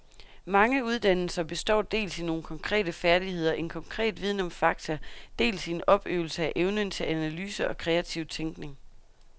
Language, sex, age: Danish, female, 32